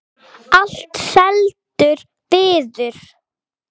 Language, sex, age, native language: Icelandic, female, 8, Icelandic